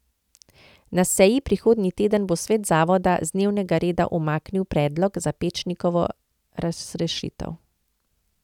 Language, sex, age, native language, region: Slovenian, female, 50-59, Slovenian, Central Slovenia